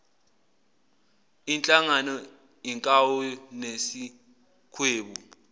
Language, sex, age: Zulu, male, 18